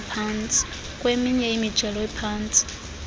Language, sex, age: Xhosa, female, 23